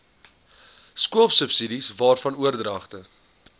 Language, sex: Afrikaans, male